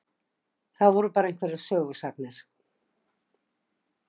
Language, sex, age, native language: Icelandic, female, 60-69, Icelandic